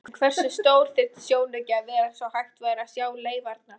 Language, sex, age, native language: Icelandic, female, 20-29, Icelandic